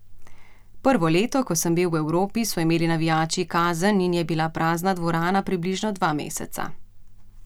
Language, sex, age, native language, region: Slovenian, female, 30-49, Slovenian, Central Slovenia